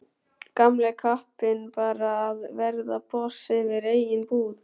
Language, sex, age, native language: Icelandic, male, 12, Icelandic